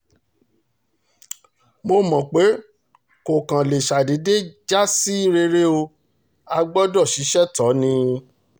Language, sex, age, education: Yoruba, male, 30-45, tertiary